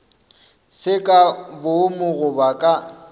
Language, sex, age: Northern Sotho, male, 26